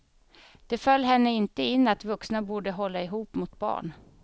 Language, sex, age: Swedish, female, 31